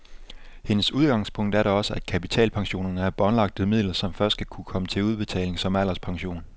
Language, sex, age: Danish, male, 24